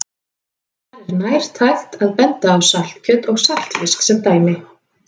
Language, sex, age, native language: Icelandic, female, 20-29, Icelandic